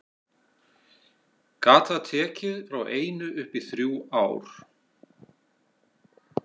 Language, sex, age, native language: Icelandic, male, 60-69, Icelandic